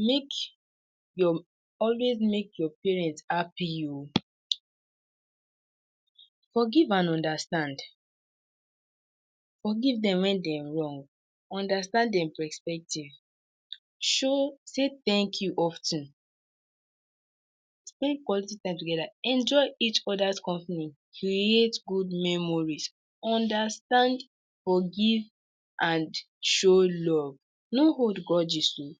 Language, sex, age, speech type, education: Nigerian Pidgin, male, 46-60, spontaneous, secondary